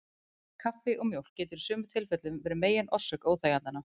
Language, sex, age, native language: Icelandic, female, 30-39, Icelandic